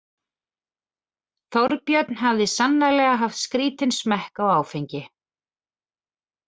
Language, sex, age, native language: Icelandic, female, 40-49, Icelandic